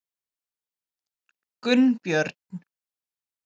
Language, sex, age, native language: Icelandic, female, 40-49, Icelandic